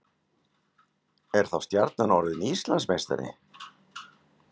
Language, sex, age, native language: Icelandic, male, 50-59, Icelandic